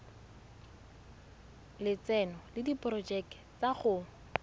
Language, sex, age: Tswana, female, 22